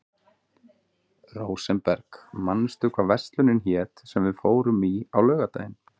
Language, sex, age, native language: Icelandic, male, 40-49, Icelandic